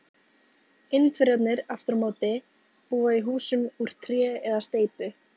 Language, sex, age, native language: Icelandic, female, 18-19, Icelandic